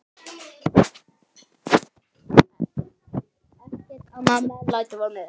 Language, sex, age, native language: Icelandic, male, 6, Icelandic